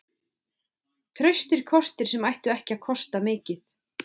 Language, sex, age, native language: Icelandic, female, 20-29, Icelandic